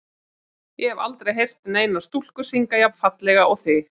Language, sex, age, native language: Icelandic, female, 40-49, Icelandic